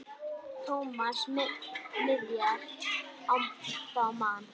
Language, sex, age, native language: Icelandic, male, 10, Icelandic